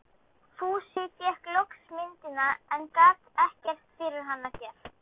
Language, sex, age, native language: Icelandic, female, 12, Icelandic